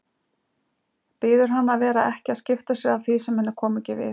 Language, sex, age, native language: Icelandic, female, 60-69, Icelandic